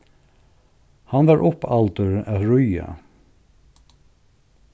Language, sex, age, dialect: Faroese, male, 61+, Suðurstreymoy